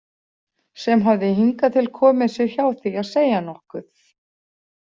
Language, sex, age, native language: Icelandic, female, 40-49, Icelandic